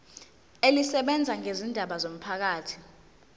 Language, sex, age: Zulu, female, 19